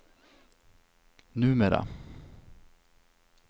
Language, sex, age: Swedish, male, 27